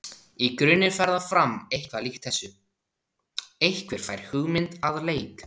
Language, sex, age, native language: Icelandic, male, 16, Icelandic